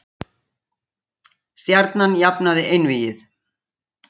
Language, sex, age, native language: Icelandic, female, 60-69, Icelandic